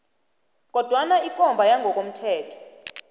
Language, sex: South Ndebele, female